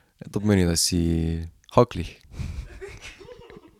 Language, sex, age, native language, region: Slovenian, male, 18-29, Slovenian, Drava region